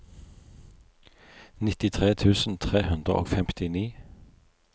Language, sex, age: Norwegian, male, 43